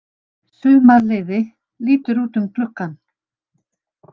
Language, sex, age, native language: Icelandic, female, 60-69, Icelandic